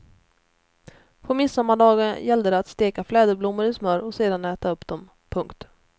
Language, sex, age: Swedish, female, 29